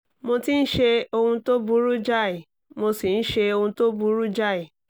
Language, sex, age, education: Yoruba, female, 30-45, tertiary